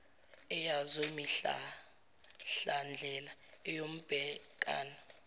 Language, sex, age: Zulu, female, 17